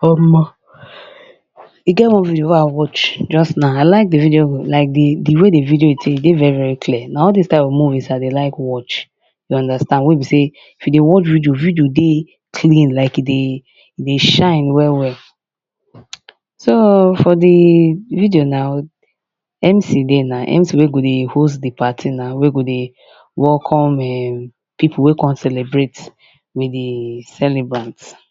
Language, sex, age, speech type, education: Nigerian Pidgin, female, 15-29, spontaneous, tertiary